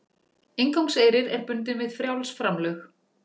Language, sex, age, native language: Icelandic, female, 40-49, Icelandic